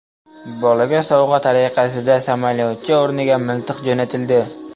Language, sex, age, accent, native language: Uzbek, male, 12-17, Namangan, Uzbek